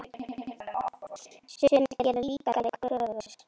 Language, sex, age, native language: Icelandic, female, 9, Icelandic